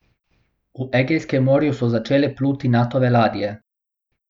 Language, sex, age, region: Slovenian, male, 18-29, Abroad